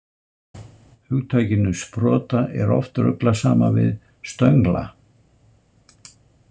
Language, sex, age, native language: Icelandic, male, 70-79, Icelandic